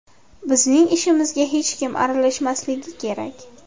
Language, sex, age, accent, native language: Uzbek, female, under 19, Navoiy, Uzbek